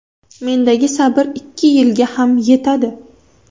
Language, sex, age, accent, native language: Uzbek, female, 18-24, Toshkent viloyati, Uzbek